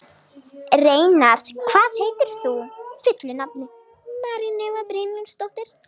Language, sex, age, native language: Icelandic, female, 40-49, Icelandic